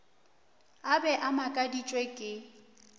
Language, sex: Northern Sotho, female